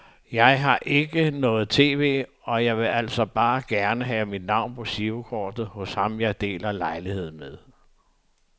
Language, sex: Danish, male